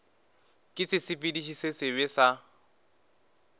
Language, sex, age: Northern Sotho, male, 19